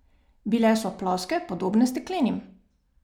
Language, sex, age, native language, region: Slovenian, female, 30-49, Slovenian, Savinja region